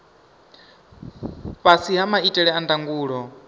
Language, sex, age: Venda, male, 25